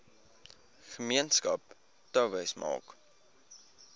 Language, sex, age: Afrikaans, male, 20